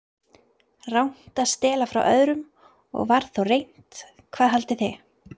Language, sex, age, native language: Icelandic, female, 30-39, Icelandic